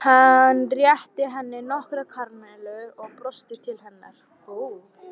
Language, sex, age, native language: Icelandic, female, 12, Icelandic